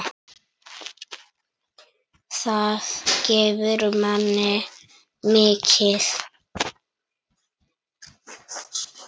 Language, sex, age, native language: Icelandic, male, 9, Icelandic